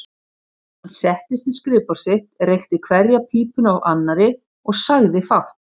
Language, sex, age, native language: Icelandic, female, 50-59, Icelandic